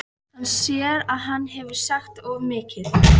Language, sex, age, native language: Icelandic, female, 14, Icelandic